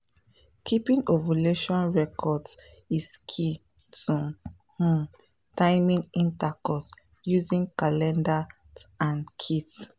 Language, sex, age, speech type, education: Nigerian Pidgin, female, 15-29, spontaneous, tertiary